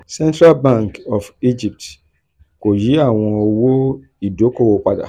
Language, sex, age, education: Yoruba, male, 46-60, tertiary